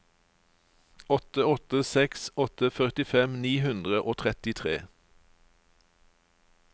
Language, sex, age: Norwegian, male, 49